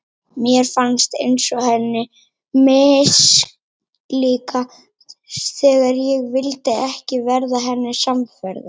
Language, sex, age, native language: Icelandic, female, 18-19, Icelandic